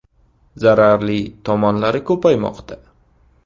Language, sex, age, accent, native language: Uzbek, male, 18-24, Qashqadaryo, Uzbek